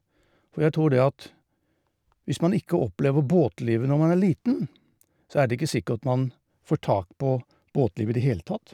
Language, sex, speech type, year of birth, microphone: Norwegian, male, spontaneous, 1952, Shure